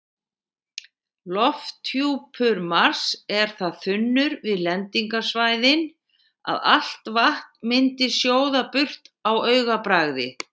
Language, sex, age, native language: Icelandic, female, 60-69, Icelandic